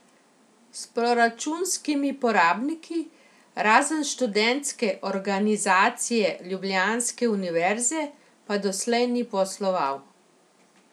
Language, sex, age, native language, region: Slovenian, female, 50-59, Slovenian, Central Slovenia